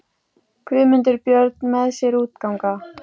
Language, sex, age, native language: Icelandic, female, 14, Icelandic